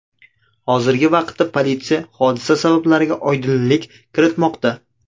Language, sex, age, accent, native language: Uzbek, male, 18-24, Surxondaryo, Uzbek